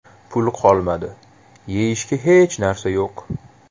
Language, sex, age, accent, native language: Uzbek, male, 18-24, Toshkent shahri, Uzbek